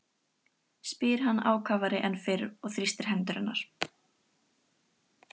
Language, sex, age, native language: Icelandic, female, 13, Icelandic